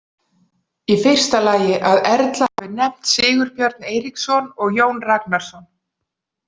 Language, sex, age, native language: Icelandic, female, 40-49, Icelandic